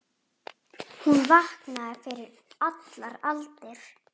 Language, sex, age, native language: Icelandic, female, 7, Icelandic